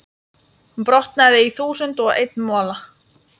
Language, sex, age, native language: Icelandic, female, 20-29, Lithuanian